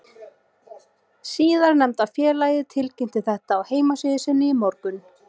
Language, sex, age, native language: Icelandic, female, 18-19, Icelandic